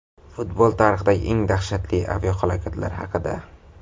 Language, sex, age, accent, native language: Uzbek, male, 18-24, Navoiy, Uzbek